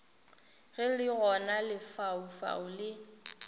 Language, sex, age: Northern Sotho, female, 19